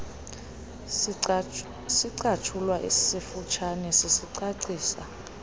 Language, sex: Xhosa, female